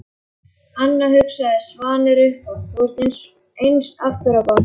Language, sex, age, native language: Icelandic, male, 11, Icelandic